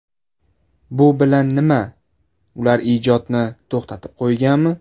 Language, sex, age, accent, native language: Uzbek, male, 18-24, Buxoro, Uzbek